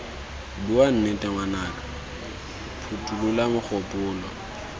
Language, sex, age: Tswana, male, 19